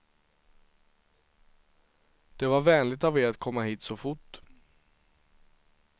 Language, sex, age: Swedish, male, 23